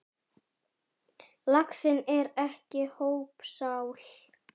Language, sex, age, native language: Icelandic, female, 10, Icelandic